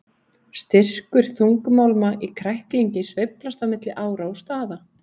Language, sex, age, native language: Icelandic, female, 30-39, Icelandic